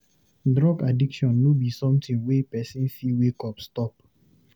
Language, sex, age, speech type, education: Nigerian Pidgin, male, 15-29, read, tertiary